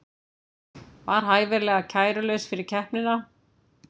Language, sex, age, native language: Icelandic, female, 50-59, Icelandic